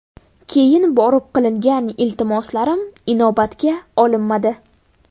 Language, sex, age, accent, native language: Uzbek, female, 18-24, Buxoro, Uzbek